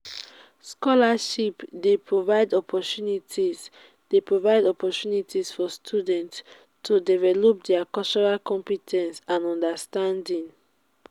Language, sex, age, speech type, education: Nigerian Pidgin, female, 15-29, spontaneous, tertiary